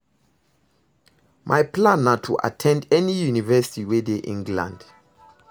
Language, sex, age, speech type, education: Nigerian Pidgin, male, 30-45, read, secondary